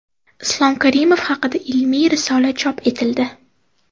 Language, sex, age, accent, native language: Uzbek, female, 18-24, Toshkent viloyati, Uzbek